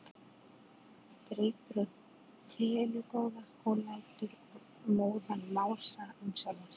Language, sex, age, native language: Icelandic, female, 40-49, Icelandic